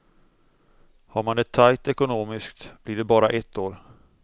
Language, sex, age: Swedish, male, 26